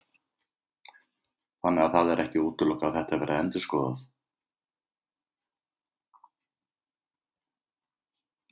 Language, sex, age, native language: Icelandic, male, 50-59, Icelandic